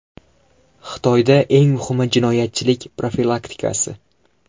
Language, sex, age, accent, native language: Uzbek, male, 12-17, Qashqadaryo, Uzbek